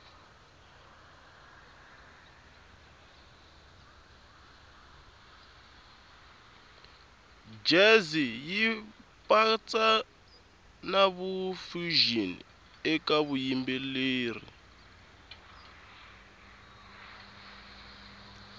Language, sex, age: Tsonga, male, 21